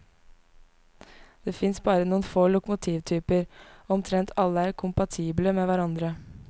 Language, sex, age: Norwegian, female, 19